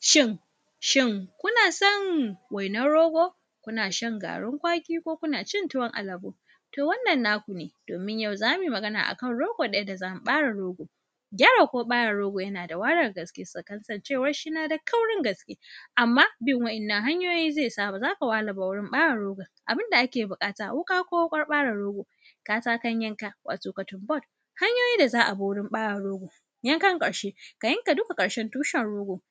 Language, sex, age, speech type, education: Hausa, female, 15-29, spontaneous, tertiary